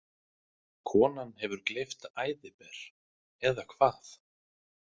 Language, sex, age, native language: Icelandic, male, 20-29, Icelandic